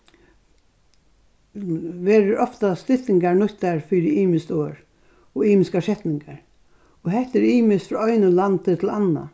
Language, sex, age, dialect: Faroese, female, 61+, Norðurstreymoy/Eysturoy